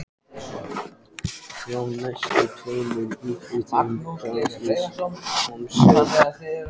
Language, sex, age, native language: Icelandic, male, 14, Icelandic